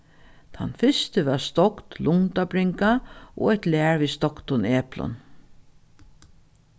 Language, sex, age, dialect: Faroese, female, 36-60, Norðuroyggjar